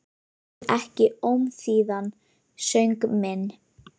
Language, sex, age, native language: Icelandic, female, 10, Icelandic